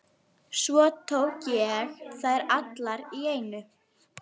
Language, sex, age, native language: Icelandic, female, 11, Icelandic